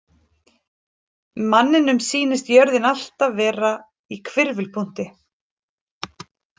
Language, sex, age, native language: Icelandic, female, 40-49, Icelandic